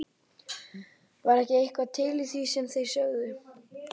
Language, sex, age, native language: Icelandic, male, 12, Icelandic